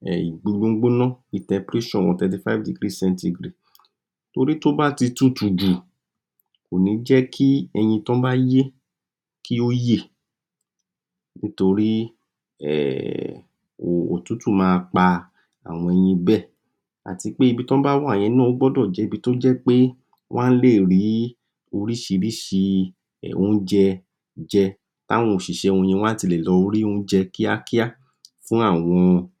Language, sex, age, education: Yoruba, male, 46-60, tertiary